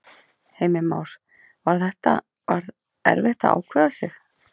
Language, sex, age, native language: Icelandic, female, 30-39, Icelandic